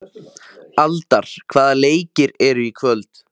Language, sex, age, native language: Icelandic, male, 20-29, Icelandic